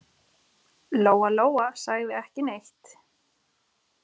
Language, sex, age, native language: Icelandic, female, 30-39, Icelandic